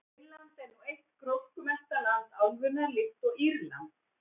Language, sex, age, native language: Icelandic, female, 60-69, Icelandic